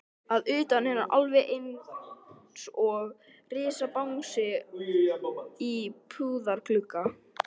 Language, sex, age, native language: Icelandic, male, 13, Icelandic